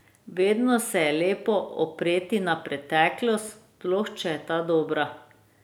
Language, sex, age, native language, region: Slovenian, female, 30-49, Slovenian, Drava region